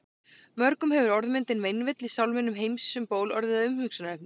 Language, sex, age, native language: Icelandic, female, 18-19, Icelandic